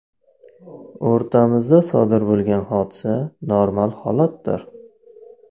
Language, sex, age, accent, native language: Uzbek, male, 25-34, Navoiy, Uzbek